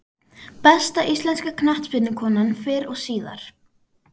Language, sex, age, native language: Icelandic, female, 12, Icelandic